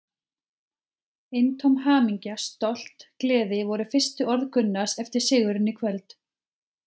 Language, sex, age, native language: Icelandic, female, 30-39, Icelandic